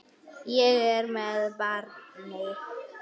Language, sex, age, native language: Icelandic, male, 8, Icelandic